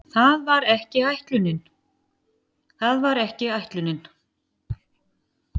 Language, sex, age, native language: Icelandic, female, 50-59, Icelandic